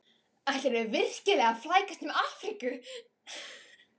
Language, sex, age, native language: Icelandic, female, 12, Icelandic